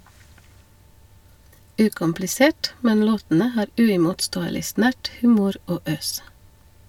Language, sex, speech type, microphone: Norwegian, female, read, Shure